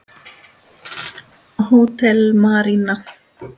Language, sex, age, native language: Icelandic, male, 10, Icelandic